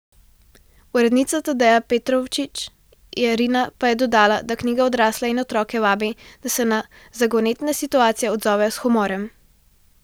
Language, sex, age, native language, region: Slovenian, female, 12-17, Slovenian, Central Slovenia